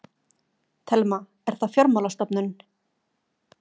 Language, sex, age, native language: Icelandic, female, 30-39, Icelandic